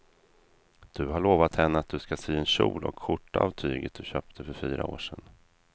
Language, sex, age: Swedish, male, 32